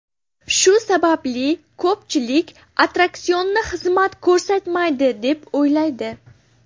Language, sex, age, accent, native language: Uzbek, female, under 19, Farg'ona, Uzbek